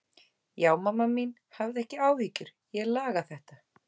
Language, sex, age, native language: Icelandic, female, 18-19, Icelandic